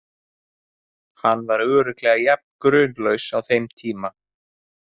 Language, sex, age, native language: Icelandic, male, 30-39, Icelandic